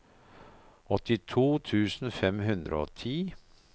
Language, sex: Norwegian, male